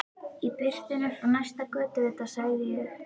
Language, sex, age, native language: Icelandic, female, 11, Icelandic